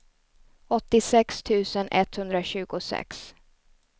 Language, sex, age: Swedish, female, 29